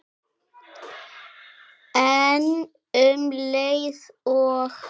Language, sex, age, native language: Icelandic, male, 7, Icelandic